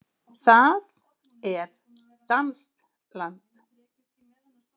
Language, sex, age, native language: Icelandic, female, 50-59, Icelandic